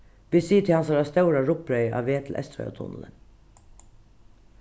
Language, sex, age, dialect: Faroese, female, 36-60, Norðuroyggjar